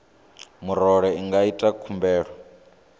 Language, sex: Venda, male